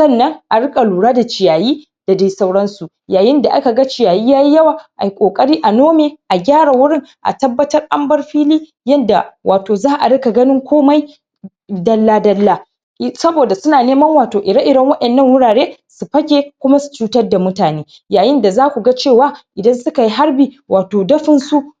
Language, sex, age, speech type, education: Hausa, female, 30-45, spontaneous, tertiary